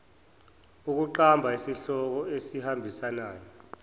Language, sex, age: Zulu, male, 24